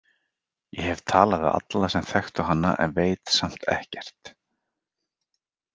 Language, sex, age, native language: Icelandic, male, 40-49, Icelandic